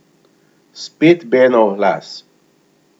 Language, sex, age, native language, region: Slovenian, male, 50-59, Slovenian, Gorenjska region